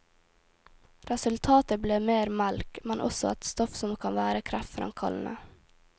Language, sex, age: Norwegian, female, 18